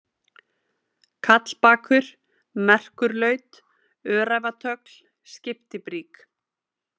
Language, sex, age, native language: Icelandic, female, 30-39, Icelandic